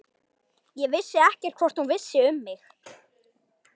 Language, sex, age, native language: Icelandic, male, 11, Icelandic